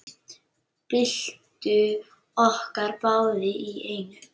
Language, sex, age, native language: Icelandic, female, 8, Icelandic